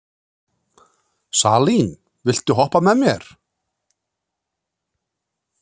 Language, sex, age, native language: Icelandic, male, 30-39, Icelandic